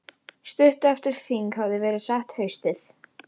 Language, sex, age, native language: Icelandic, female, 11, Icelandic